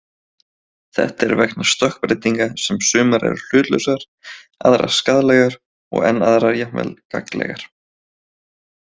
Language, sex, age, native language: Icelandic, male, 20-29, Icelandic